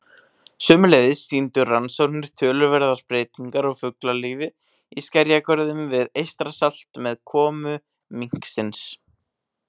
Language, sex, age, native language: Icelandic, male, 18-19, Icelandic